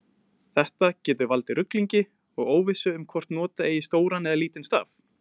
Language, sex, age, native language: Icelandic, male, 20-29, Icelandic